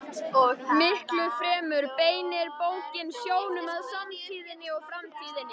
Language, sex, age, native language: Icelandic, female, 13, Icelandic